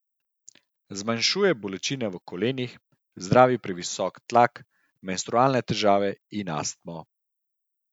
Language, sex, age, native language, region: Slovenian, male, 30-49, Slovenian, Central Slovenia